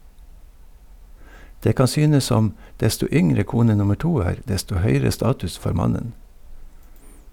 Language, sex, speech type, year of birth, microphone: Norwegian, male, read, 1952, Sennheiser